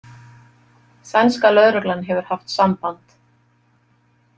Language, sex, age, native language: Icelandic, female, 50-59, Icelandic